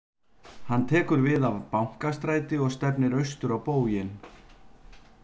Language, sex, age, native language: Icelandic, male, 50-59, Icelandic